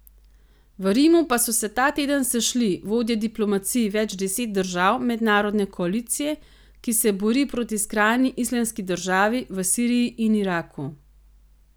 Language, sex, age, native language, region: Slovenian, female, 30-49, Slovenian, Gorenjska region